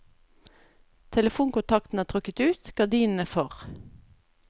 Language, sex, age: Norwegian, female, 32